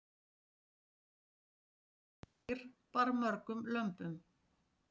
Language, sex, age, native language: Icelandic, female, 40-49, Icelandic